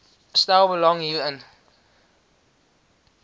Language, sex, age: Afrikaans, male, 19